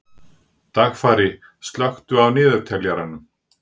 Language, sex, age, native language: Icelandic, male, 60-69, Icelandic